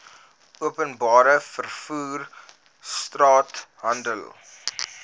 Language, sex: Afrikaans, male